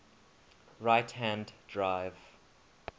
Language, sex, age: English, male, 21